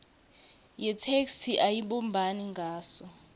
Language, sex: Swati, female